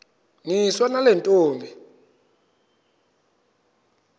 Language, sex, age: Xhosa, male, 22